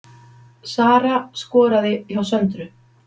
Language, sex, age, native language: Icelandic, female, 50-59, Icelandic